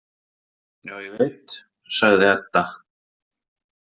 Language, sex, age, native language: Icelandic, male, 30-39, Icelandic